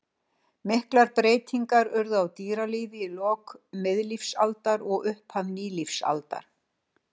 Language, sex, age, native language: Icelandic, female, 60-69, Icelandic